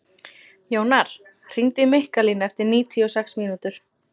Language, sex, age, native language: Icelandic, female, 20-29, Icelandic